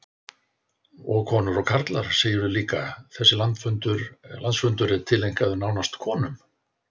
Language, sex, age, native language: Icelandic, male, 60-69, Icelandic